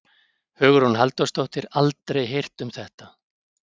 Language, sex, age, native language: Icelandic, male, 50-59, Icelandic